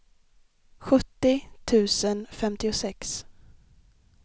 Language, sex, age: Swedish, female, 23